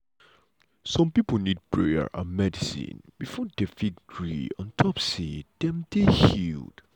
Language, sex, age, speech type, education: Nigerian Pidgin, male, 15-29, spontaneous, tertiary